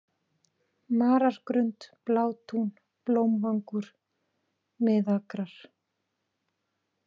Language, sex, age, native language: Icelandic, female, 40-49, Icelandic